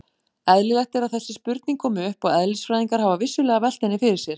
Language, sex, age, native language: Icelandic, female, 40-49, Icelandic